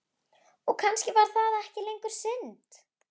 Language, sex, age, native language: Icelandic, female, 11, Icelandic